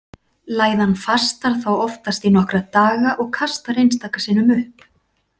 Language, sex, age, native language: Icelandic, female, 40-49, Icelandic